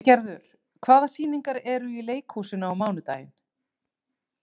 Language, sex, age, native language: Icelandic, female, 30-39, Icelandic